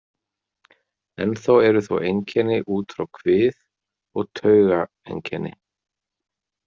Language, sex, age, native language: Icelandic, male, 40-49, Icelandic